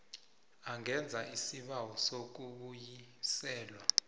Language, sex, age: South Ndebele, male, 20